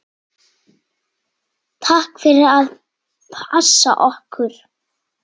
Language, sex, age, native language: Icelandic, male, 7, Icelandic